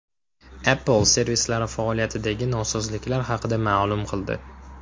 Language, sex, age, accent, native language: Uzbek, male, 18-24, Toshkent shahri, Uzbek